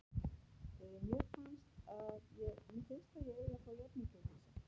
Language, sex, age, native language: Icelandic, female, 50-59, Icelandic